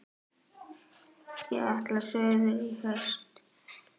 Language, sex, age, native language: Icelandic, male, 10, Icelandic